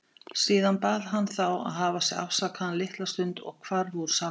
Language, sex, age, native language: Icelandic, female, 50-59, Icelandic